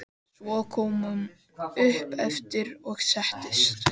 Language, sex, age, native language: Icelandic, male, 13, Icelandic